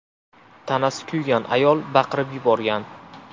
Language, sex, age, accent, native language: Uzbek, male, 18-24, Qashqadaryo, Uzbek